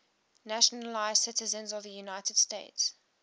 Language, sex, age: English, female, 18